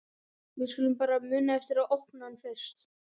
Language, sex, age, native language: Icelandic, male, 11, Icelandic